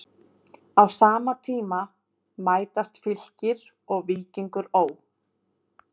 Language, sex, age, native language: Icelandic, female, 30-39, Icelandic